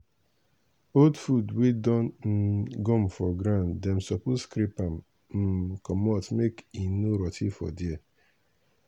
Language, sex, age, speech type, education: Nigerian Pidgin, male, 30-45, spontaneous, tertiary